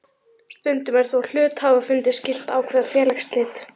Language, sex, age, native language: Icelandic, female, 11, Icelandic